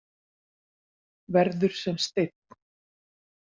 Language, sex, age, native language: Icelandic, female, 40-49, Icelandic